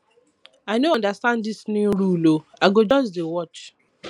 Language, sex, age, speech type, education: Nigerian Pidgin, female, 15-29, spontaneous, tertiary